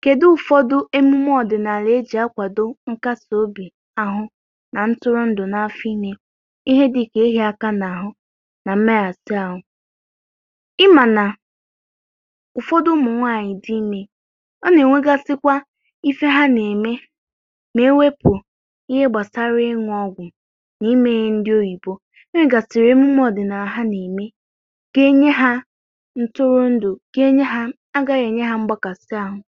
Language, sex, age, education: Igbo, female, 30-45, tertiary